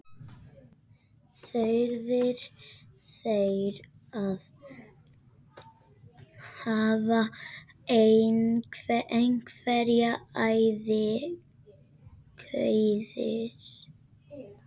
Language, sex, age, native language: Icelandic, other, 50-59, Spanish